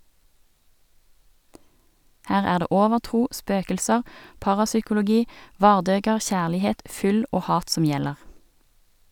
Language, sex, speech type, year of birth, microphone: Norwegian, female, read, 1969, Sennheiser